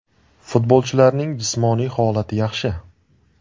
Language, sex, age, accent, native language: Uzbek, male, 19-29, Surxondaryo, Uzbek